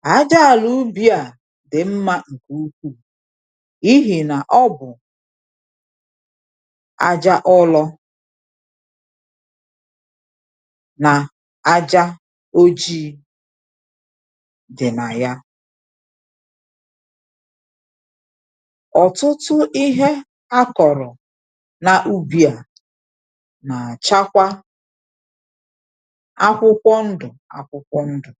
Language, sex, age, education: Igbo, female, 30-45, tertiary